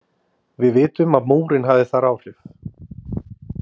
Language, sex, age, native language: Icelandic, male, 30-39, Icelandic